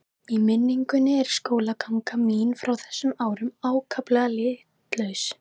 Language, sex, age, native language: Icelandic, female, 14, Icelandic